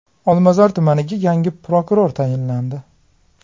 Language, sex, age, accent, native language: Uzbek, male, 25-34, Farg'ona, Uzbek